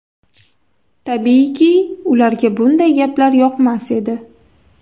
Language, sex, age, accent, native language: Uzbek, female, 18-24, Toshkent viloyati, Uzbek